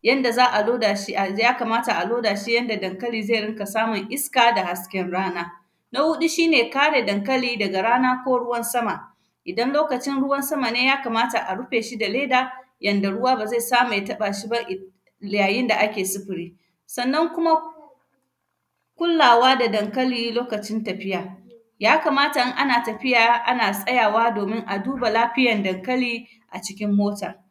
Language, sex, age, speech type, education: Hausa, female, 30-45, spontaneous, tertiary